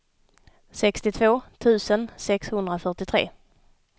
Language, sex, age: Swedish, female, 32